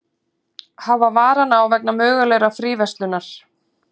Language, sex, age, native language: Icelandic, female, 40-49, Icelandic